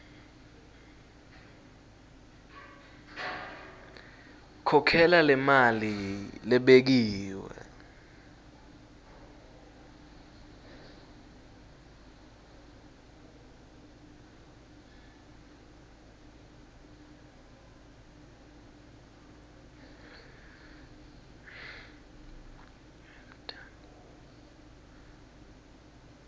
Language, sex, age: Swati, male, 20